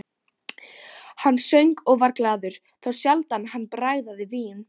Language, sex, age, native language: Icelandic, female, 12, Icelandic